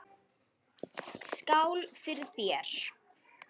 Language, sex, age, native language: Icelandic, female, 9, Icelandic